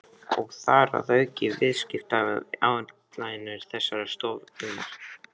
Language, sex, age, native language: Icelandic, male, 13, Icelandic